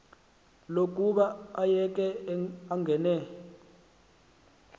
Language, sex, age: Xhosa, male, 19